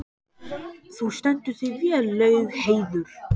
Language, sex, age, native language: Icelandic, male, 12, Icelandic